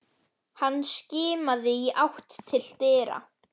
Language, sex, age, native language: Icelandic, female, 12, Icelandic